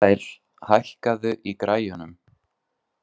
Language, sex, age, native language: Icelandic, male, 20-29, Icelandic